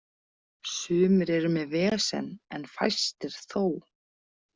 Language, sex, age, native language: Icelandic, female, 40-49, Icelandic